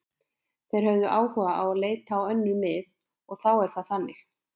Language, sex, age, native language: Icelandic, female, 20-29, Icelandic